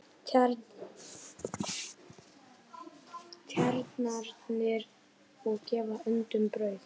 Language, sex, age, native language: Icelandic, male, 18-19, Icelandic